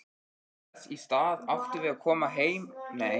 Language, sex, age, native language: Icelandic, male, 13, Icelandic